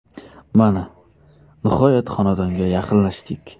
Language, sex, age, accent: Uzbek, male, 18-24, Qoraqalpog'iston